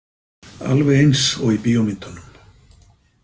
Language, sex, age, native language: Icelandic, male, 50-59, Icelandic